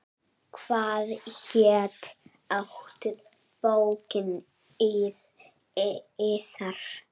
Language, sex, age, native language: Icelandic, male, 7, Icelandic